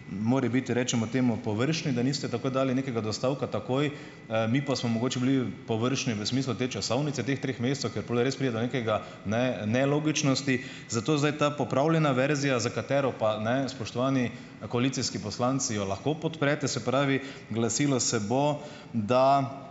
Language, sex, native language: Slovenian, male, Slovenian